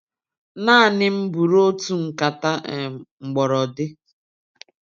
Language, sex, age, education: Igbo, female, 30-45, tertiary